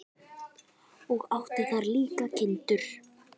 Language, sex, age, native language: Icelandic, female, 10, Icelandic